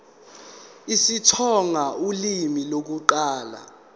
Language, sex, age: Zulu, male, 19